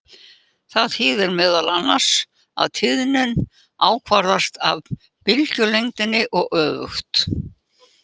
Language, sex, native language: Icelandic, female, Icelandic